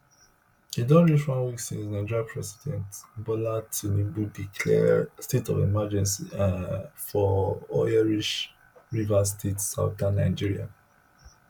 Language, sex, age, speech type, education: Nigerian Pidgin, male, 30-45, spontaneous, tertiary